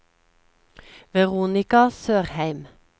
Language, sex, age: Norwegian, female, 36